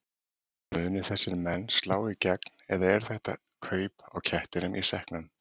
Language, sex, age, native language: Icelandic, male, 40-49, Icelandic